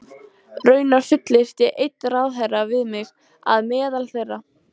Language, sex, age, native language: Icelandic, female, 14, Icelandic